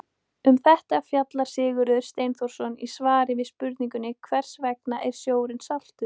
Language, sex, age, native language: Icelandic, female, 18-19, Icelandic